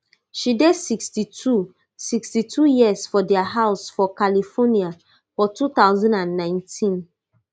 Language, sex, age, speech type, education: Nigerian Pidgin, female, 30-45, spontaneous, tertiary